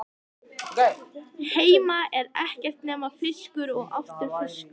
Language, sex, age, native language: Icelandic, male, 14, Icelandic